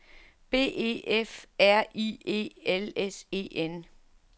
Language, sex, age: Danish, female, 47